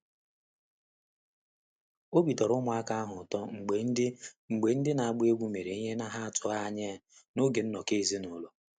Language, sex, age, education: Igbo, male, 30-45, tertiary